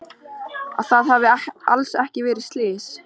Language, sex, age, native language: Icelandic, female, 13, Icelandic